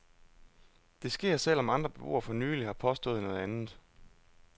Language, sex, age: Danish, male, 32